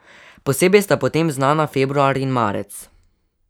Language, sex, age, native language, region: Slovenian, male, 12-17, Slovenian, Savinja region